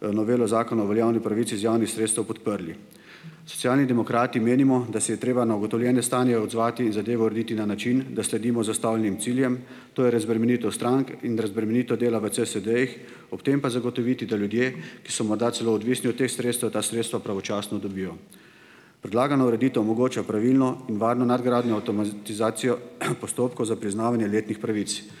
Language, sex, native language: Slovenian, male, Slovenian